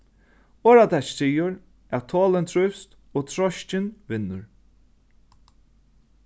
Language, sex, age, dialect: Faroese, male, 36-60, Norðurstreymoy/Eysturoy